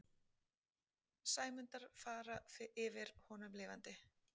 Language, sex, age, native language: Icelandic, female, 40-49, Icelandic